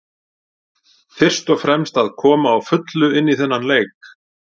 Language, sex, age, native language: Icelandic, male, 40-49, Icelandic